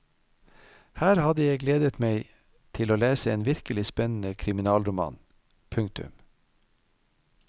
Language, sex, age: Norwegian, male, 55